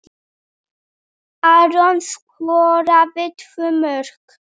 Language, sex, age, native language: Icelandic, male, 8, Icelandic